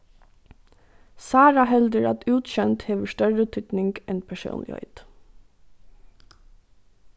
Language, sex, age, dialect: Faroese, female, 15-35, Norðuroyggjar